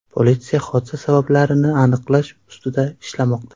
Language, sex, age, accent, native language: Uzbek, male, 19-29, Surxondaryo, Uzbek